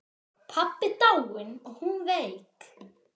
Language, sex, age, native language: Icelandic, male, 10, Icelandic